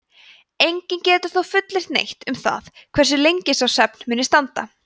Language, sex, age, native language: Icelandic, female, 20-29, Icelandic